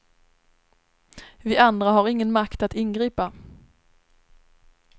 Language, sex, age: Swedish, female, 26